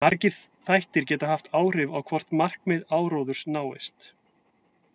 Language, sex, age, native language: Icelandic, male, 30-39, Icelandic